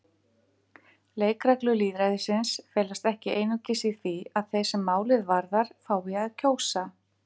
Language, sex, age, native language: Icelandic, female, 50-59, Icelandic